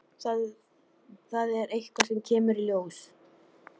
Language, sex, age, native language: Icelandic, female, 40-49, Icelandic